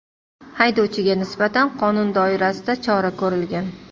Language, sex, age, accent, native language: Uzbek, female, 35+, Toshkent shahri, Uzbek